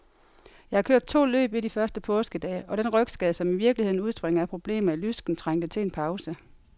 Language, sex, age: Danish, female, 42